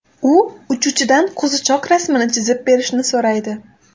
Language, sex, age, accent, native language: Uzbek, female, 18-24, Xorazm, Uzbek